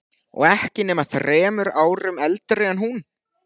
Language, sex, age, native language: Icelandic, male, 14, Icelandic